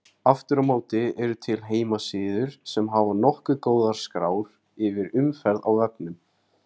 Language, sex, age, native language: Icelandic, male, 18-19, Icelandic